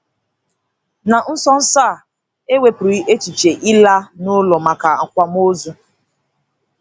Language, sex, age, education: Igbo, female, 15-29, tertiary